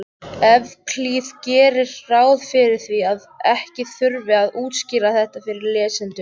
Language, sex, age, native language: Icelandic, male, 18-19, Icelandic